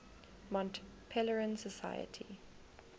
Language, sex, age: English, female, 19